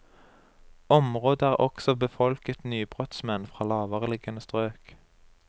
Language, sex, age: Norwegian, male, 23